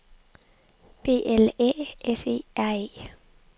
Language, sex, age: Danish, female, 23